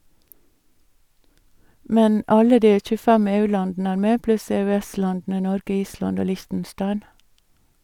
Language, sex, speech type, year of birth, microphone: Norwegian, female, read, 1962, Sennheiser